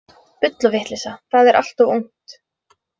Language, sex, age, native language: Icelandic, female, 20-29, Icelandic